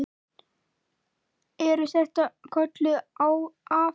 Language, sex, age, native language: Icelandic, male, 9, Icelandic